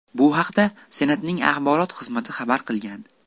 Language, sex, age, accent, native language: Uzbek, male, 18-24, Buxoro, Uzbek